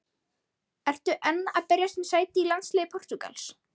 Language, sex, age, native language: Icelandic, male, 13, Icelandic